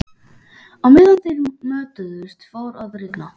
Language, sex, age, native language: Icelandic, male, 11, Icelandic